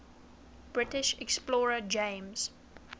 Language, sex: English, female